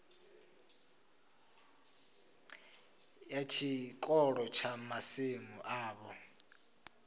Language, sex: Venda, male